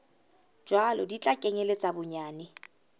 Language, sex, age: Southern Sotho, female, 20